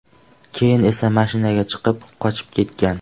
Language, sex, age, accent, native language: Uzbek, male, 12-17, Andijon, Uzbek